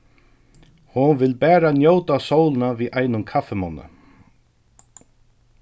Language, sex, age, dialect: Faroese, male, 36-60, Suðurstreymoy